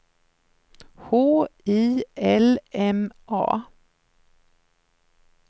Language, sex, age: Swedish, female, 53